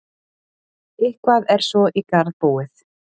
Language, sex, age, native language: Icelandic, female, 30-39, Icelandic